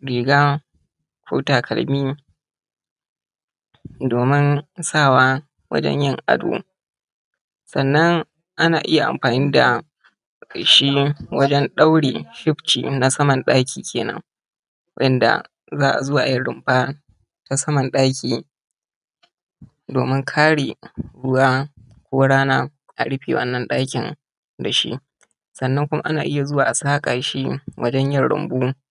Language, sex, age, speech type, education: Hausa, male, 30-45, spontaneous, tertiary